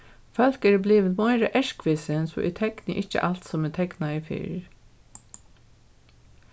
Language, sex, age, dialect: Faroese, female, 36-60, Norðurstreymoy/Eysturoy